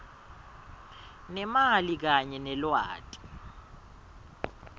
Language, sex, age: Swati, male, 22